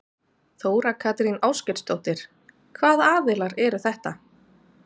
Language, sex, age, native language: Icelandic, female, 30-39, Icelandic